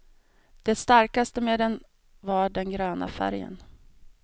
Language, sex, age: Swedish, female, 32